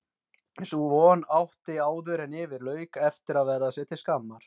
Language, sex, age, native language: Icelandic, male, 20-29, Icelandic